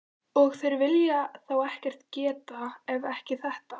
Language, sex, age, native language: Icelandic, female, 14, Icelandic